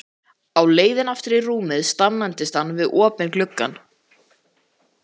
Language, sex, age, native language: Icelandic, male, 13, Icelandic